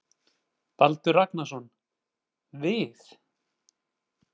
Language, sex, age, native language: Icelandic, male, 40-49, Icelandic